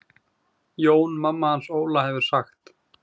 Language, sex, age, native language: Icelandic, male, 20-29, Icelandic